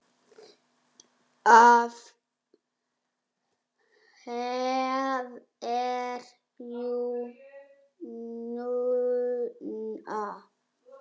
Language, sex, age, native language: Icelandic, male, 6, Icelandic